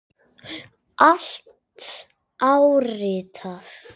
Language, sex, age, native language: Icelandic, male, 8, Icelandic